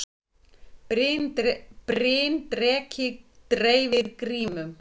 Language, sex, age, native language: Icelandic, female, 50-59, Icelandic